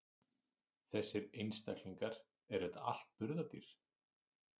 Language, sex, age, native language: Icelandic, male, 30-39, Icelandic